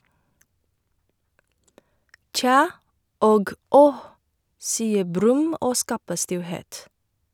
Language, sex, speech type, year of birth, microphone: Norwegian, female, read, 1978, Shure